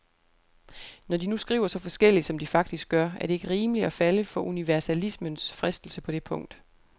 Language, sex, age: Danish, female, 28